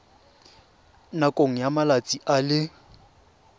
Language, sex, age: Tswana, male, 23